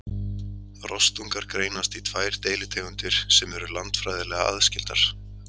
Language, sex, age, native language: Icelandic, male, 30-39, Icelandic